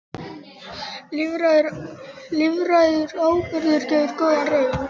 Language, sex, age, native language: Icelandic, male, 18-19, Icelandic